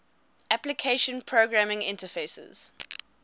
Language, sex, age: English, female, 20